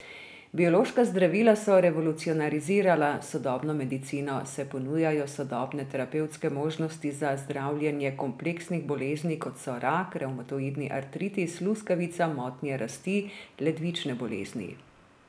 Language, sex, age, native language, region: Slovenian, female, 30-49, Slovenian, Drava region